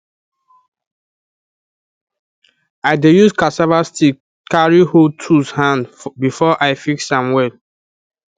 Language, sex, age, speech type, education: Nigerian Pidgin, male, 15-29, spontaneous, tertiary